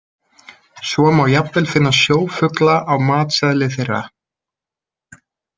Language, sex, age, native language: Icelandic, male, 20-29, Icelandic